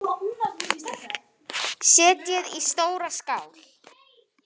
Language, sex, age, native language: Icelandic, female, 9, Icelandic